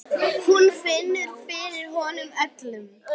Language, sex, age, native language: Icelandic, female, 8, Icelandic